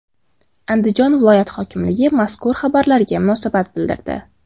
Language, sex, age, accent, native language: Uzbek, female, 18-24, Qashqadaryo, Uzbek